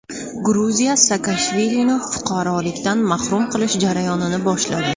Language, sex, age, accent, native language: Uzbek, female, 19-29, Toshkent shahri, Uzbek